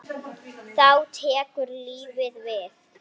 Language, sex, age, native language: Icelandic, female, 8, Icelandic